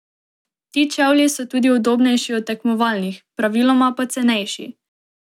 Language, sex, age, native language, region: Slovenian, female, 18-29, Slovenian, Drava region